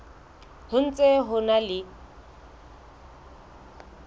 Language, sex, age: Southern Sotho, female, 22